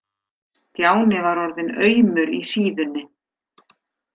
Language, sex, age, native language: Icelandic, female, 60-69, Icelandic